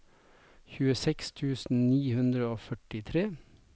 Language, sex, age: Norwegian, male, 57